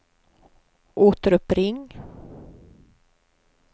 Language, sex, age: Swedish, female, 43